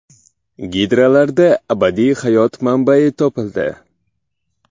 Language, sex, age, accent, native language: Uzbek, male, 18-24, Samarqand, Uzbek